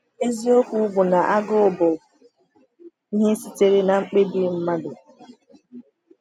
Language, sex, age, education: Igbo, female, 15-29, tertiary